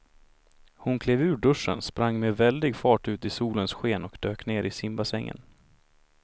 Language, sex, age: Swedish, male, 26